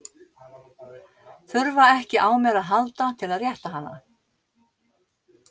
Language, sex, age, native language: Icelandic, female, 40-49, Icelandic